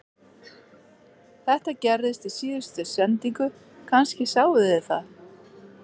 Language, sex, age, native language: Icelandic, female, 40-49, Icelandic